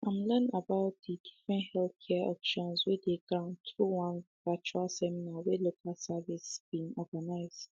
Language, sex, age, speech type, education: Nigerian Pidgin, female, 15-29, spontaneous, secondary